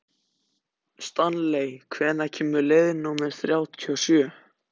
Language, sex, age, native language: Icelandic, other, 14, Icelandic